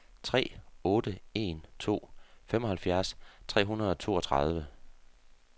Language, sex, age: Danish, male, 48